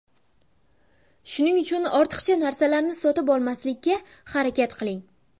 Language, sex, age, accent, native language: Uzbek, female, under 19, Buxoro, Uzbek